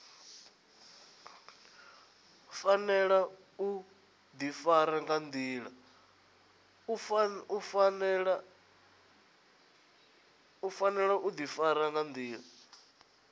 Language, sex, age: Venda, male, 20